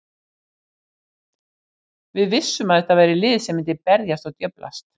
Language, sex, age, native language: Icelandic, female, 60-69, Icelandic